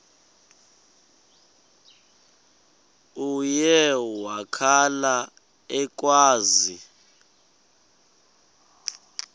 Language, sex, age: Xhosa, male, 23